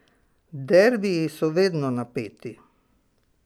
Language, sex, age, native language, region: Slovenian, female, 60+, Slovenian, Pomurje region